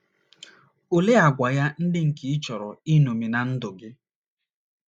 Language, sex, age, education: Igbo, male, 30-45, tertiary